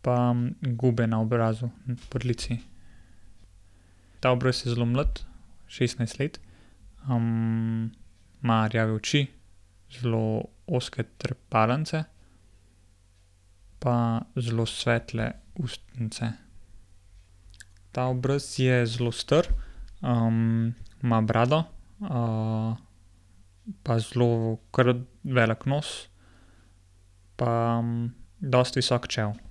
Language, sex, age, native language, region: Slovenian, male, 18-29, Slovenian, Gorenjska region